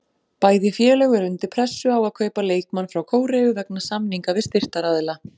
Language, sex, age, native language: Icelandic, female, 40-49, Icelandic